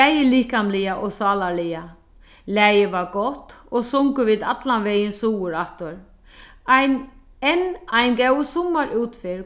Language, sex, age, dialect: Faroese, female, 36-60, Sandoy